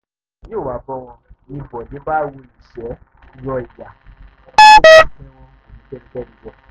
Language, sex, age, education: Yoruba, male, 15-29, tertiary